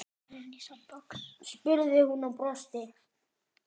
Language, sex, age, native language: Icelandic, male, 10, Icelandic